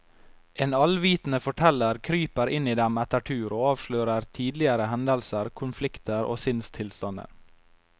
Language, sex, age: Norwegian, male, 22